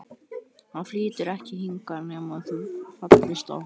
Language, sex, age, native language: Icelandic, female, 13, Icelandic